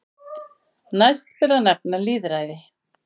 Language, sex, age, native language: Icelandic, female, 50-59, Icelandic